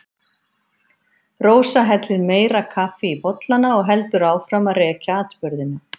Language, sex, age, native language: Icelandic, female, 50-59, Icelandic